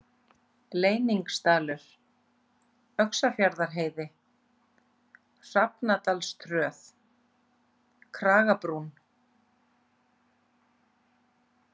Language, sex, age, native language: Icelandic, female, 40-49, Icelandic